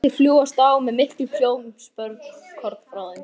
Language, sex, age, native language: Icelandic, male, 11, Icelandic